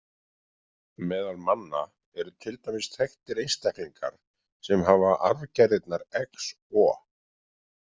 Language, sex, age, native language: Icelandic, male, 50-59, Icelandic